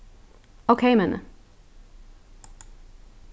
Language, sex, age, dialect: Faroese, female, 15-35, Norðurstreymoy/Eysturoy